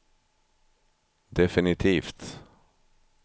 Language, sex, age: Swedish, male, 50